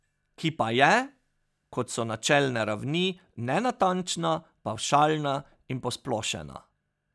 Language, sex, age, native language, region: Slovenian, male, 30-49, Slovenian, Pomurje region